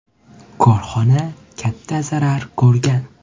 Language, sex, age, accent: Uzbek, male, 18-24, Toshkent shahri